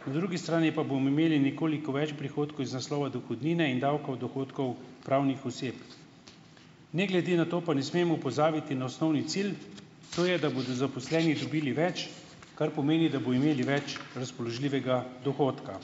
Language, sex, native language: Slovenian, male, Slovenian